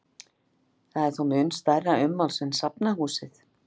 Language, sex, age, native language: Icelandic, female, 50-59, Icelandic